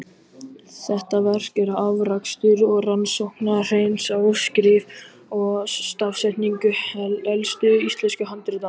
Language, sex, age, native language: Icelandic, other, 18-19, Icelandic